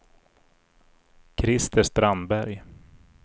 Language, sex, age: Swedish, male, 40